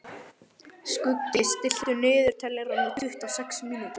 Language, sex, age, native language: Icelandic, male, 11, Icelandic